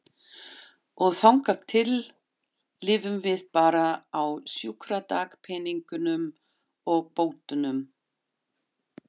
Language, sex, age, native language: Icelandic, female, 50-59, German